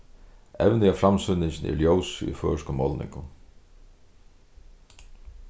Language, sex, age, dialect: Faroese, male, 36-60, Suðurstreymoy